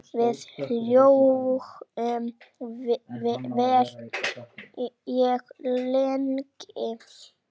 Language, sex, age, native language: Icelandic, female, 9, Icelandic